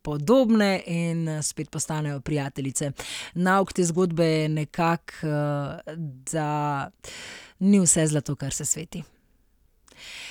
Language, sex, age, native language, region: Slovenian, female, 30-49, Slovenian, Central Slovenia